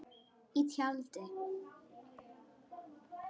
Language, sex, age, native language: Icelandic, female, 10, Icelandic